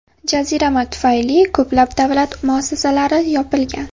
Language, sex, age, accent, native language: Uzbek, female, 18-24, Farg'ona, Uzbek